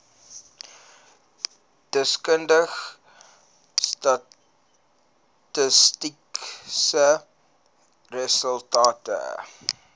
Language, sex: Afrikaans, male